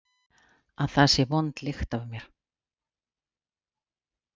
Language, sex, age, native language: Icelandic, female, 40-49, Icelandic